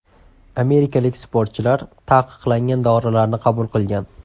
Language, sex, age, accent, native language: Uzbek, male, 18-24, Andijon, Uzbek